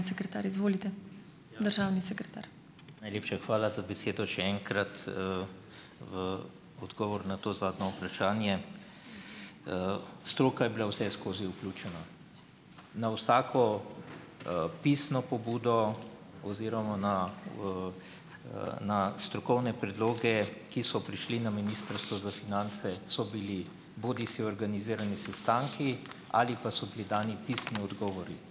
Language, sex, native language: Slovenian, male, Slovenian